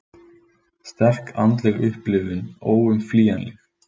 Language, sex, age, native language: Icelandic, male, 20-29, Icelandic